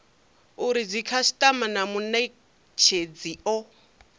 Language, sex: Venda, female